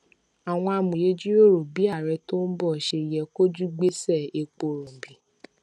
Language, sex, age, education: Yoruba, female, 15-29, tertiary